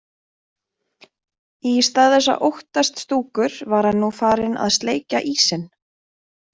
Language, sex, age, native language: Icelandic, female, 20-29, Icelandic